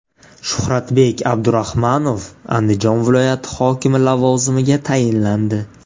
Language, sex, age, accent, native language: Uzbek, male, 18-24, Navoiy, Uzbek